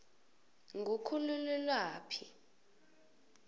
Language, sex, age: South Ndebele, female, 22